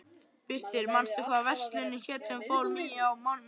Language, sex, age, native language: Icelandic, male, 11, Icelandic